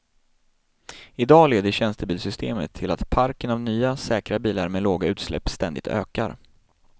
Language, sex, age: Swedish, male, 26